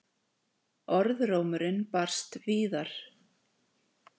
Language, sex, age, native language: Icelandic, female, 40-49, Icelandic